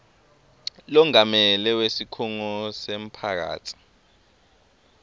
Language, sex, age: Swati, male, 23